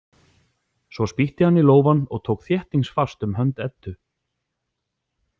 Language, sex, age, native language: Icelandic, male, 40-49, Icelandic